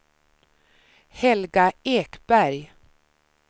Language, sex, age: Swedish, female, 53